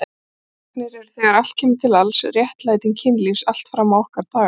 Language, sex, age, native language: Icelandic, female, 40-49, Icelandic